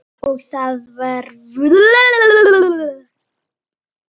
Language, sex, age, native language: Icelandic, female, 8, Icelandic